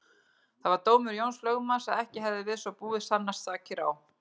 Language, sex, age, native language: Icelandic, female, 40-49, Icelandic